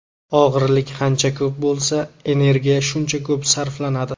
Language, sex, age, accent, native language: Uzbek, male, 19-29, Namangan, Uzbek